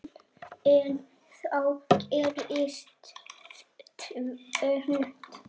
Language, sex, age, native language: Icelandic, male, 7, Icelandic